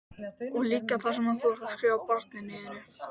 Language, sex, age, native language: Icelandic, male, 12, Icelandic